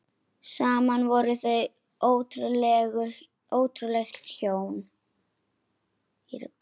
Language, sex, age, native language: Icelandic, female, 10, Icelandic